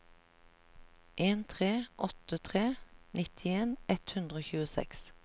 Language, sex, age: Norwegian, female, 37